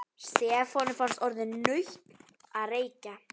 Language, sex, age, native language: Icelandic, female, 11, Icelandic